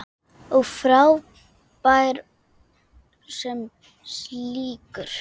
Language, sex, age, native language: Icelandic, female, 8, Icelandic